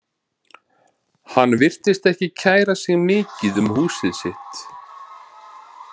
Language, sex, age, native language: Icelandic, male, 40-49, Icelandic